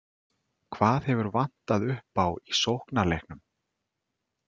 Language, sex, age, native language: Icelandic, male, 40-49, Icelandic